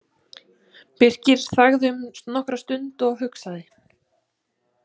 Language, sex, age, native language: Icelandic, female, 20-29, Icelandic